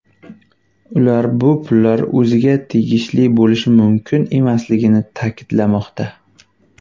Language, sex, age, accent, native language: Uzbek, male, 19-29, Qashqadaryo, Uzbek